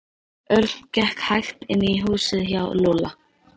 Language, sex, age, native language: Icelandic, female, 13, Icelandic